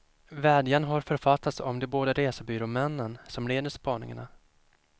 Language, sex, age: Swedish, male, 25